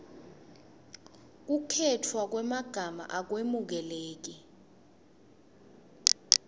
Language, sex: Swati, female